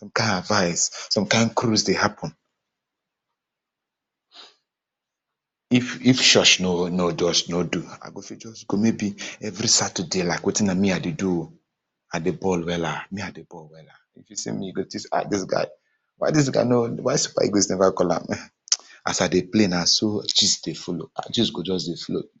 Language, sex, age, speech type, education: Nigerian Pidgin, male, 30-45, spontaneous, tertiary